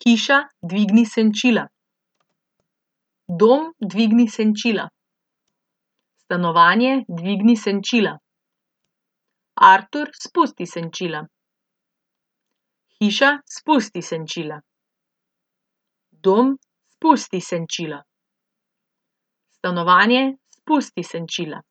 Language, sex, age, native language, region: Slovenian, female, 18-29, Slovenian, Central Slovenia